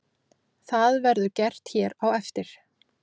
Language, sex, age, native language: Icelandic, female, 40-49, Icelandic